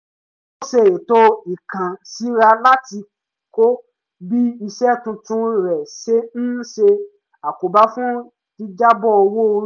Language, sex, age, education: Yoruba, male, 15-29, tertiary